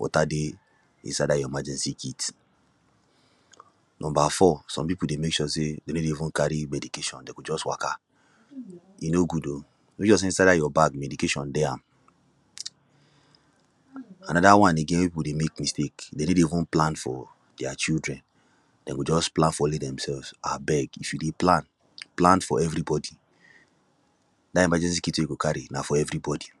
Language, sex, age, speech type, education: Nigerian Pidgin, male, 15-29, spontaneous, tertiary